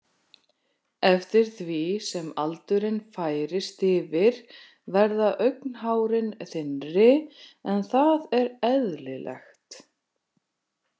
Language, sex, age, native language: Icelandic, female, 40-49, Icelandic